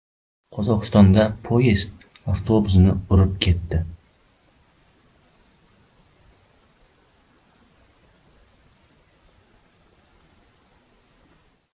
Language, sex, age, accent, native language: Uzbek, male, 12-17, Surxondaryo, Uzbek